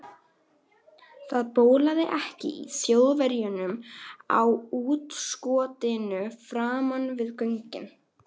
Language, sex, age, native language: Icelandic, female, 11, Icelandic